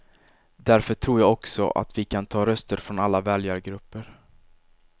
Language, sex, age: Swedish, male, 23